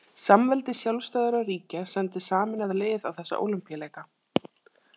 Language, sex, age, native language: Icelandic, female, 30-39, Icelandic